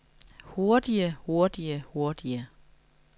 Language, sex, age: Danish, female, 45